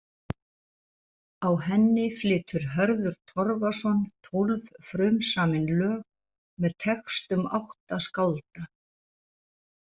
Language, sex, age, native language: Icelandic, female, 60-69, Icelandic